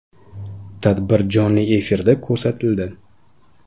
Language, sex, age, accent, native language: Uzbek, male, 35+, Toshkent shahri, Uzbek